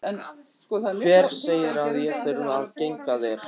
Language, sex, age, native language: Icelandic, male, 13, Icelandic